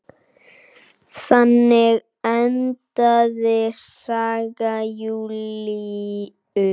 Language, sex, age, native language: Icelandic, male, 9, Icelandic